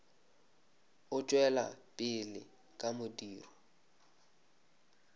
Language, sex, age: Northern Sotho, male, 26